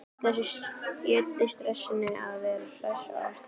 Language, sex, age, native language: Icelandic, male, 12, Icelandic